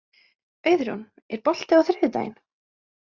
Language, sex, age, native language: Icelandic, female, 20-29, Icelandic